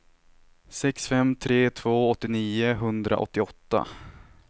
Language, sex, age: Swedish, male, 18